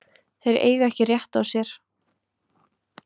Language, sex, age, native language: Icelandic, female, 20-29, Icelandic